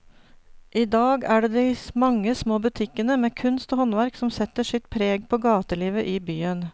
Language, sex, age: Norwegian, female, 49